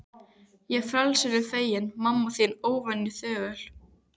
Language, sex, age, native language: Icelandic, female, 15, Icelandic